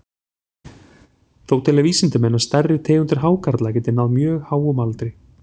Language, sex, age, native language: Icelandic, male, 40-49, Icelandic